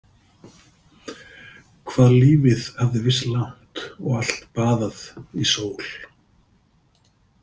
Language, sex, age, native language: Icelandic, male, 50-59, Icelandic